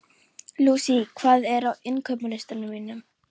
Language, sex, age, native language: Icelandic, female, 11, Icelandic